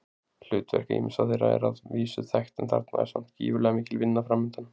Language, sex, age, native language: Icelandic, male, 20-29, Icelandic